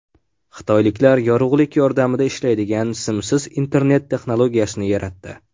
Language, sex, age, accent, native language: Uzbek, male, 18-24, Farg'ona, Uzbek